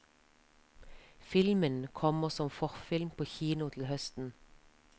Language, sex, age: Norwegian, female, 33